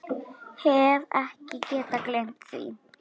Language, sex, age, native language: Icelandic, female, 10, Icelandic